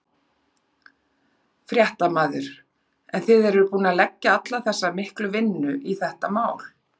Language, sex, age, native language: Icelandic, female, 40-49, Icelandic